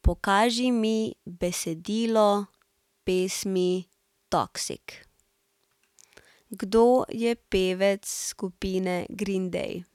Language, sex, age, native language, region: Slovenian, female, 18-29, Slovenian, Central Slovenia